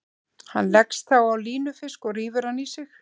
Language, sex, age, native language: Icelandic, female, 50-59, Icelandic